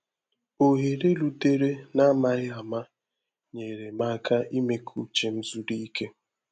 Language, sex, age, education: Igbo, male, 15-29, tertiary